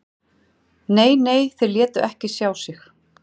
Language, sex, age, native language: Icelandic, female, 40-49, Icelandic